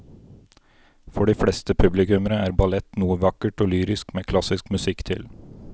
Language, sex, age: Norwegian, male, 29